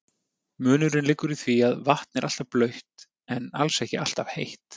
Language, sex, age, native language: Icelandic, male, 30-39, Icelandic